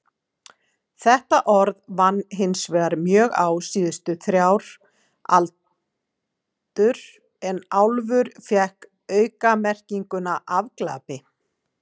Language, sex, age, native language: Icelandic, female, 40-49, Icelandic